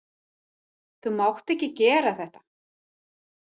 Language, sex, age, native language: Icelandic, female, 40-49, Icelandic